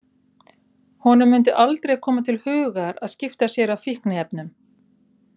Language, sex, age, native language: Icelandic, female, 30-39, Icelandic